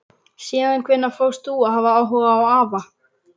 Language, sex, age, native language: Icelandic, male, 11, Icelandic